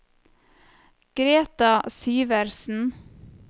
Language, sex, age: Norwegian, female, 34